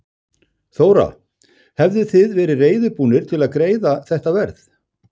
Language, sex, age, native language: Icelandic, male, 60-69, Icelandic